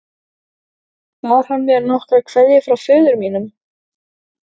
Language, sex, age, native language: Icelandic, female, 12, Icelandic